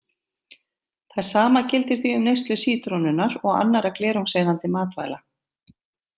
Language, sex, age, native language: Icelandic, female, 50-59, Icelandic